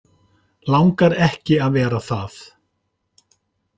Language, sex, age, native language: Icelandic, male, 50-59, Icelandic